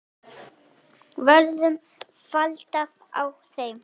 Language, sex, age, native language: Icelandic, female, 8, Icelandic